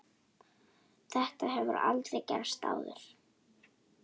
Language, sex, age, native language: Icelandic, female, 8, Icelandic